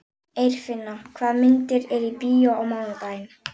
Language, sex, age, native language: Icelandic, female, 11, Icelandic